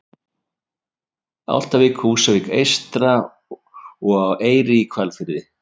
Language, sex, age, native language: Icelandic, male, 50-59, Icelandic